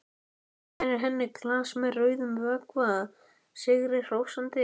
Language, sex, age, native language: Icelandic, male, 11, Icelandic